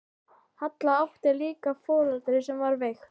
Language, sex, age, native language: Icelandic, female, 12, Icelandic